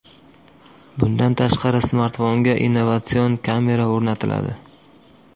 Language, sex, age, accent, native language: Uzbek, male, 25-34, Qashqadaryo, Uzbek